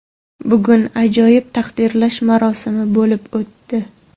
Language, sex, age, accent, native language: Uzbek, female, 18-24, Samarqand, Uzbek